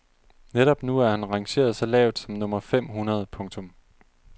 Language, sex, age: Danish, male, 30